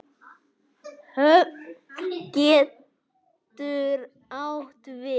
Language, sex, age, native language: Icelandic, male, 9, Icelandic